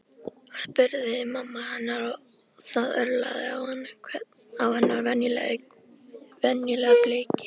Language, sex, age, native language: Icelandic, female, 13, Icelandic